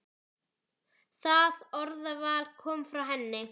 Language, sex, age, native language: Icelandic, female, 10, Icelandic